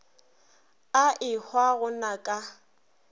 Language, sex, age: Northern Sotho, female, 26